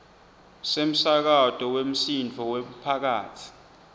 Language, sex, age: Swati, male, 20